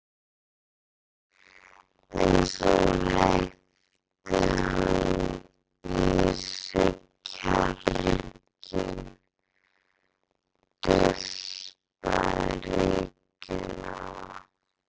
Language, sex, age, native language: Icelandic, female, 11, Icelandic